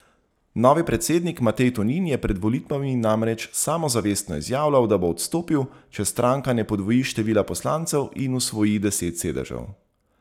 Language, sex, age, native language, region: Slovenian, male, 30-49, Slovenian, Zasavska region